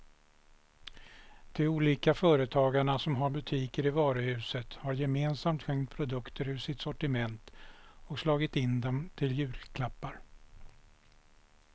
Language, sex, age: Swedish, male, 61